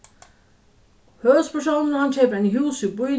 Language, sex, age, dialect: Faroese, female, 36-60, Suðuroy